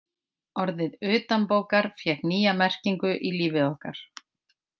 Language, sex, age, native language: Icelandic, female, 50-59, Icelandic